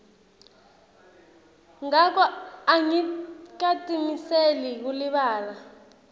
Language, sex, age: Swati, female, 20